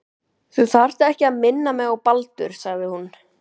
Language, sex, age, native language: Icelandic, male, 12, Icelandic